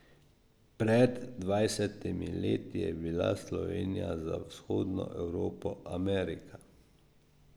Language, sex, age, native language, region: Slovenian, male, 50-59, Slovenian, Drava region